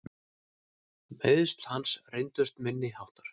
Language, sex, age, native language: Icelandic, male, 30-39, Icelandic